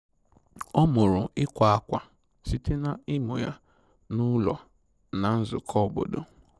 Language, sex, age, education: Igbo, male, 15-29, tertiary